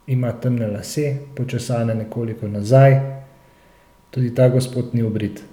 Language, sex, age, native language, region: Slovenian, male, 30-49, Slovenian, Central Slovenia